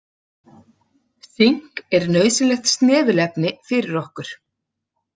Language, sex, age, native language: Icelandic, female, 40-49, Icelandic